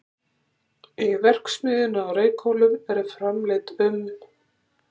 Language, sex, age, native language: Icelandic, female, 60-69, Icelandic